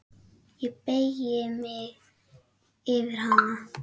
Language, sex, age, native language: Icelandic, female, 10, Icelandic